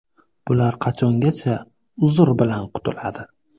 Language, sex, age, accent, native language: Uzbek, male, 25-34, Navoiy, Uzbek